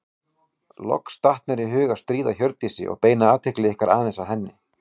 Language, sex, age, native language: Icelandic, male, 40-49, Icelandic